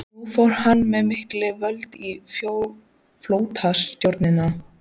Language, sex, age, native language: Icelandic, female, 14, Icelandic